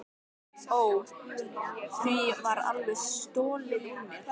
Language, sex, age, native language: Icelandic, female, 15, Icelandic